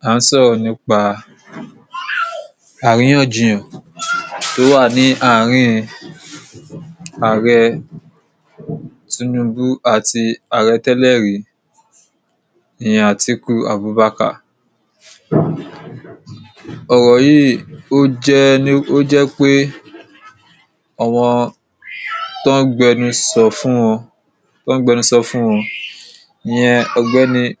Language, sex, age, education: Yoruba, male, 15-29, secondary